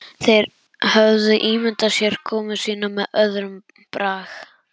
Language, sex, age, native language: Icelandic, male, 11, Icelandic